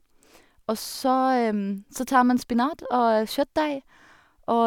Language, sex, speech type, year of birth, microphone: Norwegian, female, spontaneous, 1985, Sennheiser